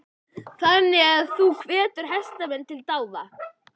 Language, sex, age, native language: Icelandic, male, 11, Icelandic